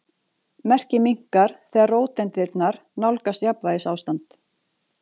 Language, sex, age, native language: Icelandic, female, 40-49, Icelandic